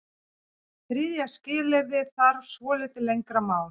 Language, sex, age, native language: Icelandic, female, 40-49, Icelandic